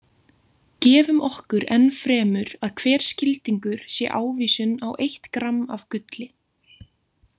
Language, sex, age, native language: Icelandic, female, 18-19, Icelandic